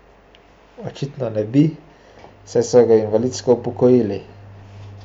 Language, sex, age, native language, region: Slovenian, male, 18-29, Slovenian, Central Slovenia